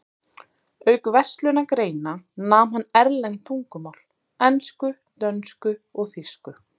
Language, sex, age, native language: Icelandic, female, 30-39, Icelandic